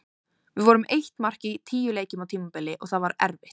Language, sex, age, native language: Icelandic, female, 18-19, Icelandic